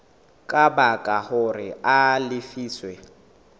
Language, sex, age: Southern Sotho, male, 18